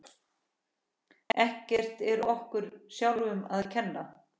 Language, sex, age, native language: Icelandic, female, 14, Icelandic